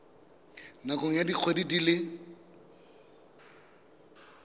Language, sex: Tswana, male